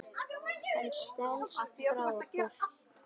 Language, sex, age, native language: Icelandic, female, 10, Icelandic